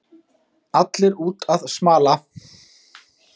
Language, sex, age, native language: Icelandic, male, 30-39, Icelandic